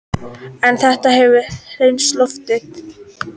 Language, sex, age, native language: Icelandic, female, 18-19, Icelandic